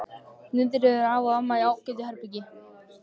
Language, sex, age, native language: Icelandic, male, 13, Icelandic